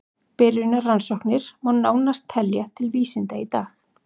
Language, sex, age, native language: Icelandic, female, 40-49, Icelandic